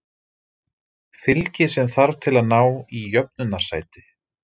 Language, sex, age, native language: Icelandic, male, 30-39, Icelandic